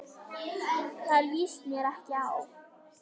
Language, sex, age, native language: Icelandic, female, 10, Icelandic